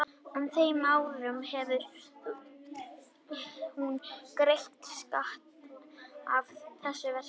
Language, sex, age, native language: Icelandic, female, 18-19, Icelandic